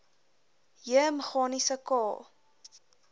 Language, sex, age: Afrikaans, female, 20